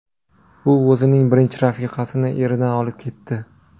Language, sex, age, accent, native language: Uzbek, male, 25-34, Namangan, Uzbek